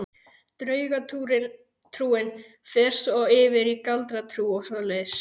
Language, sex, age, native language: Icelandic, male, 12, Icelandic